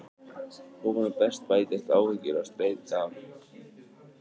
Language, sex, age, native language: Icelandic, male, 18-19, Icelandic